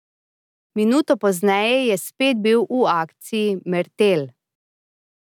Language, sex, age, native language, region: Slovenian, female, 30-49, Slovenian, Drava region